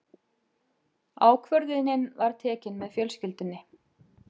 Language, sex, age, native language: Icelandic, female, 50-59, Icelandic